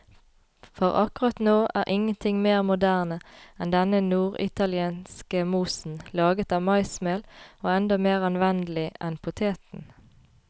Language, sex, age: Norwegian, female, 33